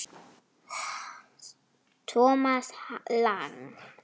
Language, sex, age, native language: Icelandic, female, 9, Icelandic